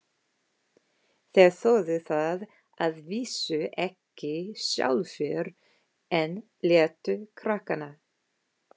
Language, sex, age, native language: Icelandic, female, 50-59, English